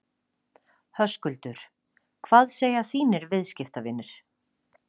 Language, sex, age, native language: Icelandic, female, 40-49, Icelandic